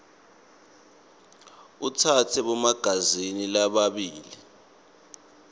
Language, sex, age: Swati, male, 24